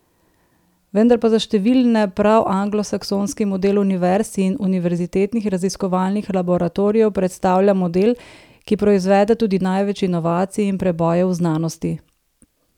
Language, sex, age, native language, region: Slovenian, female, 30-49, Slovenian, Southeast Slovenia